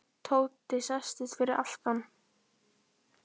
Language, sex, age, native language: Icelandic, female, 10, Icelandic